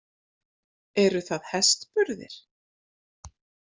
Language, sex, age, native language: Icelandic, female, 50-59, Icelandic